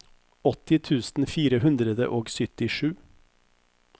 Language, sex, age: Norwegian, male, 50